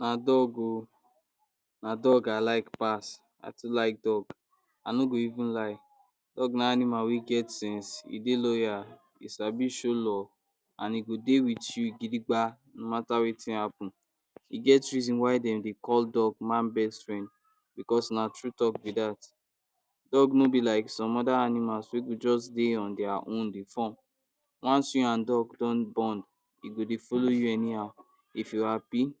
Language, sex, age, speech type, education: Nigerian Pidgin, male, 46-60, spontaneous, tertiary